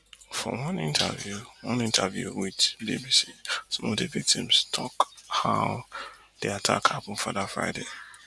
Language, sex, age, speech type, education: Nigerian Pidgin, male, 30-45, spontaneous, tertiary